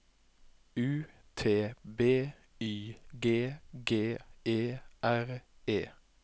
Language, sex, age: Norwegian, male, 21